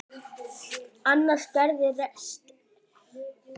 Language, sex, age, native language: Icelandic, male, 10, Icelandic